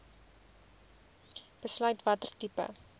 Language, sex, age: Afrikaans, female, 20